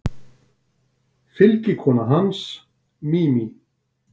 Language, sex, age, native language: Icelandic, male, 60-69, Icelandic